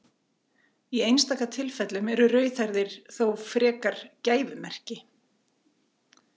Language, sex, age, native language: Icelandic, female, 40-49, Icelandic